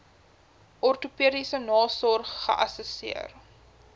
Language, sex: Afrikaans, female